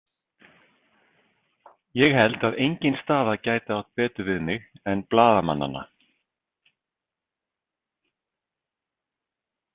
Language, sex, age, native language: Icelandic, male, 50-59, Icelandic